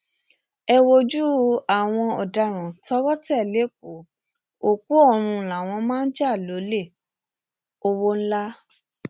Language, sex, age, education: Yoruba, female, 15-29, tertiary